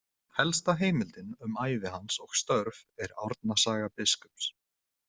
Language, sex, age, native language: Icelandic, male, 20-29, Icelandic